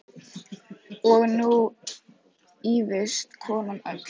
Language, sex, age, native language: Icelandic, female, 18-19, Icelandic